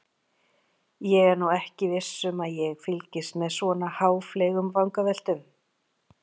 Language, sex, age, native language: Icelandic, female, 40-49, Icelandic